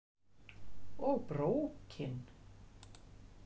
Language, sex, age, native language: Icelandic, female, 50-59, Icelandic